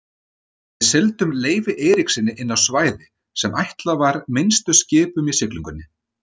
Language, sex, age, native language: Icelandic, male, 30-39, Icelandic